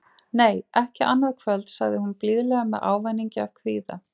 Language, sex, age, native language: Icelandic, female, 40-49, Icelandic